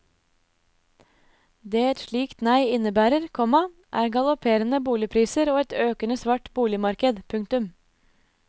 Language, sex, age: Norwegian, female, 24